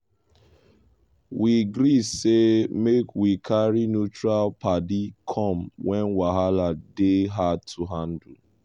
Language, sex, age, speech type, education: Nigerian Pidgin, male, 15-29, spontaneous, tertiary